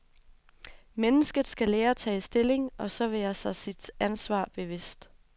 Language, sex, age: Danish, female, 24